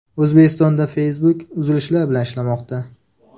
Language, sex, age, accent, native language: Uzbek, male, 19-29, Farg'ona, Uzbek